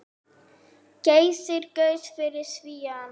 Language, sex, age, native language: Icelandic, female, 9, Icelandic